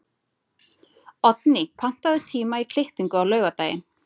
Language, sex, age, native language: Icelandic, female, 30-39, Icelandic